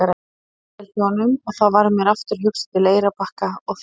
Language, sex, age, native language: Icelandic, female, 30-39, Icelandic